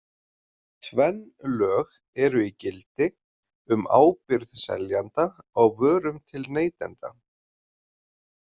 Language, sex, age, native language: Icelandic, male, 40-49, Icelandic